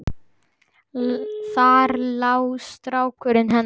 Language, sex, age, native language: Icelandic, male, 10, Icelandic